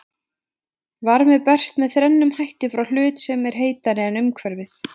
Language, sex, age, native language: Icelandic, female, 20-29, Icelandic